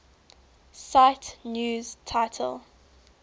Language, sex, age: English, female, 19